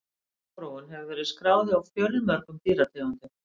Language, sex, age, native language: Icelandic, female, 60-69, Icelandic